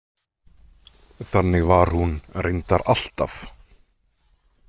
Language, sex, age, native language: Icelandic, male, 20-29, Icelandic